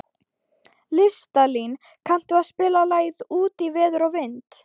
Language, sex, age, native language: Icelandic, female, 12, Icelandic